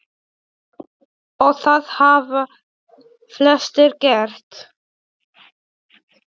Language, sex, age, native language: Icelandic, male, 8, Polish